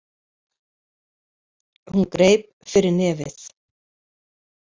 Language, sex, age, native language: Icelandic, female, 50-59, Icelandic